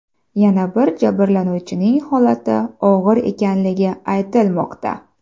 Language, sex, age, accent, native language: Uzbek, female, 25-34, Samarqand, Uzbek